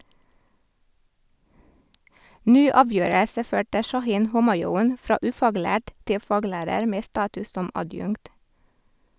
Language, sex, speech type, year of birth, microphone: Norwegian, female, read, 1991, Sennheiser